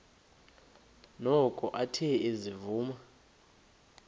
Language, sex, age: Xhosa, male, 21